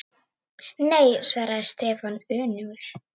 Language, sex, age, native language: Icelandic, female, 9, Icelandic